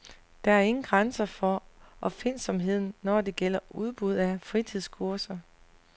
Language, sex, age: Danish, female, 40